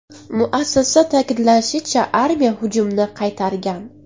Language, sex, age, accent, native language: Uzbek, female, under 19, Buxoro, Uzbek